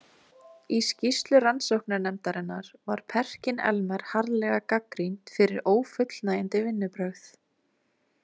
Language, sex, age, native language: Icelandic, female, 20-29, Icelandic